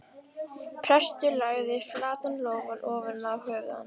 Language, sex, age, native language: Icelandic, female, 11, Icelandic